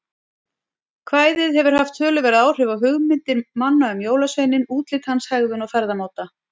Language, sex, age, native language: Icelandic, female, 40-49, Icelandic